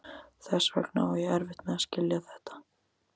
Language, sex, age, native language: Icelandic, male, 14, Icelandic